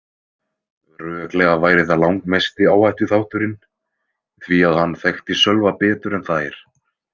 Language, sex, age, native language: Icelandic, male, 20-29, Icelandic